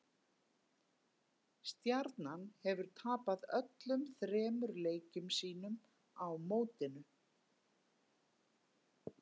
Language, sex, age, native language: Icelandic, female, 50-59, Icelandic